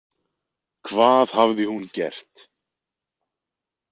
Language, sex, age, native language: Icelandic, male, 20-29, Icelandic